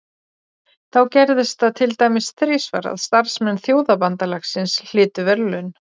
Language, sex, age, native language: Icelandic, female, 40-49, Icelandic